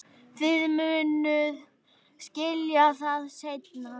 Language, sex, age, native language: Icelandic, female, 9, Icelandic